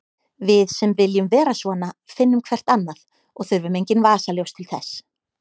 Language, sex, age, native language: Icelandic, female, 30-39, Icelandic